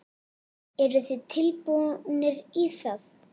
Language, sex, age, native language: Icelandic, female, 8, Icelandic